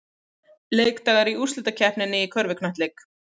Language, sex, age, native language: Icelandic, female, 30-39, Icelandic